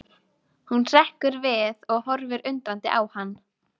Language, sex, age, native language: Icelandic, female, 12, Icelandic